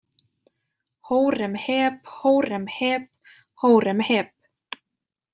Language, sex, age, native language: Icelandic, female, 20-29, Icelandic